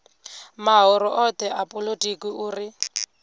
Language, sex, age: Venda, female, 22